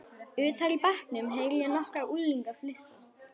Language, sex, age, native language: Icelandic, female, 11, Icelandic